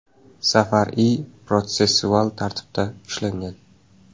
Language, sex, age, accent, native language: Uzbek, male, 18-24, Samarqand, Uzbek